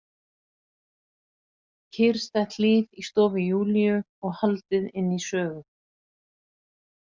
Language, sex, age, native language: Icelandic, female, 40-49, Icelandic